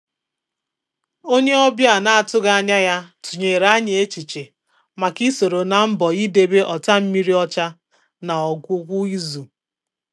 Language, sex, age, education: Igbo, male, 15-29, tertiary